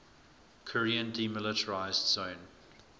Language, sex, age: English, male, 24